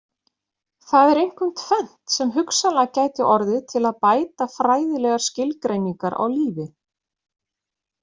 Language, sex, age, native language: Icelandic, female, 40-49, Icelandic